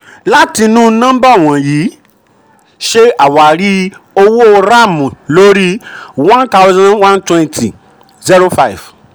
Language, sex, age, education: Yoruba, male, 30-45, tertiary